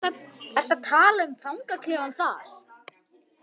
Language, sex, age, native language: Icelandic, male, 18-19, Icelandic